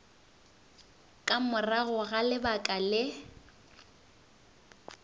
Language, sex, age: Northern Sotho, female, 19